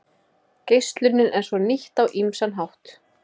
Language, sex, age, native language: Icelandic, female, 20-29, Icelandic